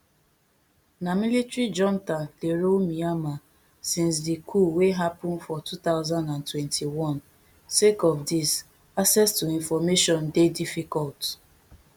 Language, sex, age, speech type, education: Nigerian Pidgin, female, 15-29, spontaneous, tertiary